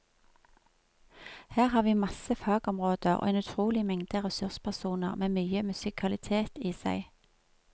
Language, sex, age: Norwegian, female, 46